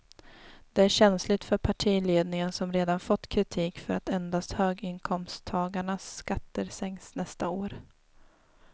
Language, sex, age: Swedish, female, 19